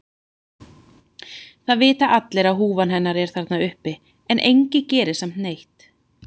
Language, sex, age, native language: Icelandic, female, 30-39, Icelandic